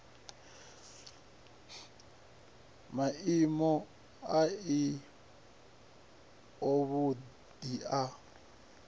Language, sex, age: Venda, male, 37